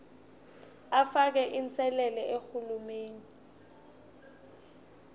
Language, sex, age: Swati, female, 18